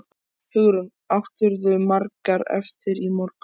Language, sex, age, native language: Icelandic, male, 14, Icelandic